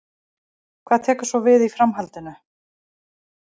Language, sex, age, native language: Icelandic, female, 40-49, Icelandic